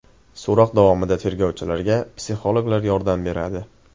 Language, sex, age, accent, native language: Uzbek, male, 18-24, Qashqadaryo, Uzbek